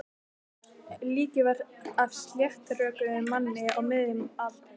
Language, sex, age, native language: Icelandic, female, 12, Icelandic